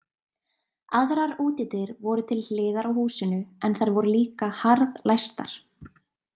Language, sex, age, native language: Icelandic, female, 20-29, Icelandic